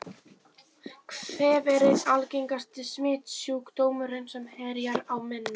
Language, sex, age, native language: Icelandic, female, 18-19, Serbo-Croatian